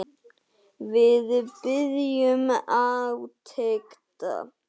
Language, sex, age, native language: Icelandic, male, 10, Icelandic